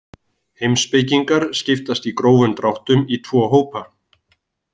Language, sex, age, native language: Icelandic, male, 40-49, Icelandic